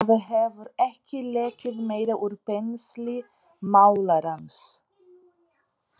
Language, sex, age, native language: Icelandic, female, 40-49, Portuguese